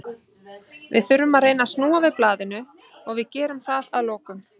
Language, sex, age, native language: Icelandic, female, 30-39, Icelandic